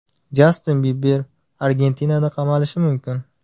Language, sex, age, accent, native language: Uzbek, male, 19-29, Farg'ona, Uzbek